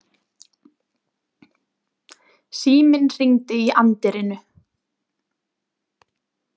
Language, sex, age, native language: Icelandic, female, 20-29, Icelandic